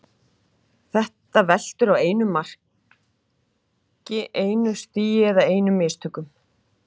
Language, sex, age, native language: Icelandic, female, 40-49, Icelandic